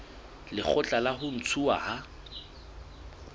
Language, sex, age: Southern Sotho, male, 21